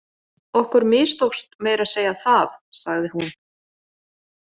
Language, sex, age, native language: Icelandic, female, 40-49, Icelandic